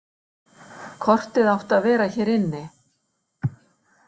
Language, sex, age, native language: Icelandic, female, 60-69, Icelandic